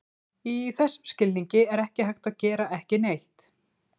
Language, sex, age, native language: Icelandic, female, 40-49, Icelandic